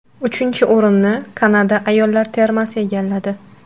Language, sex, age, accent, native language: Uzbek, female, 18-24, Qashqadaryo, Uzbek